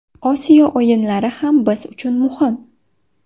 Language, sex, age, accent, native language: Uzbek, female, 19-29, Sirdaryo, Uzbek